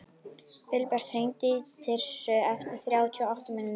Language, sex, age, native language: Icelandic, female, 11, Icelandic